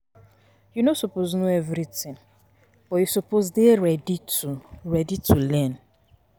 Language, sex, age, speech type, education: Nigerian Pidgin, female, 15-29, spontaneous, tertiary